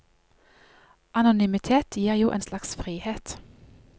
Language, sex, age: Norwegian, female, 31